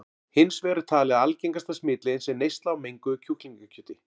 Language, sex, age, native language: Icelandic, male, 40-49, Icelandic